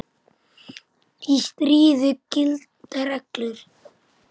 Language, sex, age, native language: Icelandic, male, 10, Icelandic